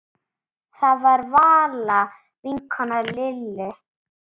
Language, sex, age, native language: Icelandic, female, 7, Icelandic